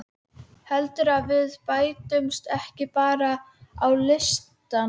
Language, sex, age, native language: Icelandic, female, 12, Icelandic